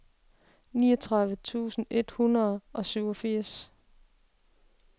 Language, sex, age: Danish, female, 36